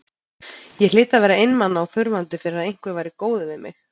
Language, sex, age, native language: Icelandic, female, 30-39, Icelandic